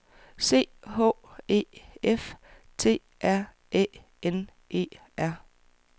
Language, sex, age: Danish, female, 44